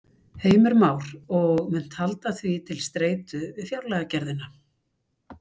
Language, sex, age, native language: Icelandic, female, 60-69, Icelandic